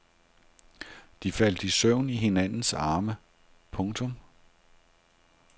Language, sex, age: Danish, male, 42